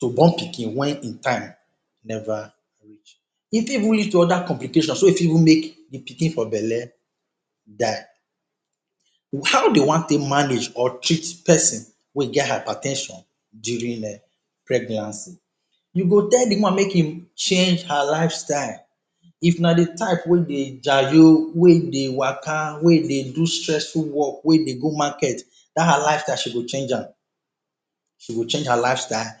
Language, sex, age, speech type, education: Nigerian Pidgin, male, 30-45, spontaneous, tertiary